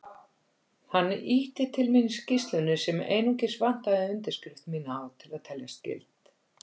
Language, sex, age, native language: Icelandic, female, 50-59, Icelandic